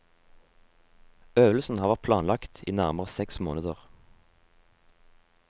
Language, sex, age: Norwegian, male, 18